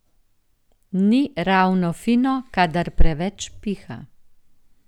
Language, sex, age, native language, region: Slovenian, female, 50-59, Slovenian, Gorenjska region